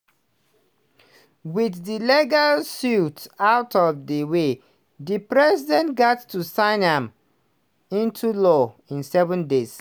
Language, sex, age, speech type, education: Nigerian Pidgin, male, 30-45, spontaneous, tertiary